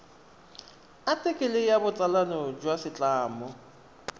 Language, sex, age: Tswana, male, 23